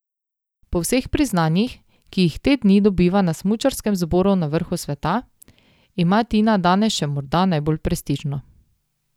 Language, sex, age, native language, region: Slovenian, female, 18-29, Slovenian, Drava region